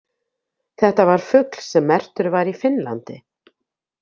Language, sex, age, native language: Icelandic, female, 50-59, Icelandic